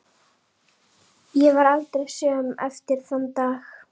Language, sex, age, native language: Icelandic, female, 11, Icelandic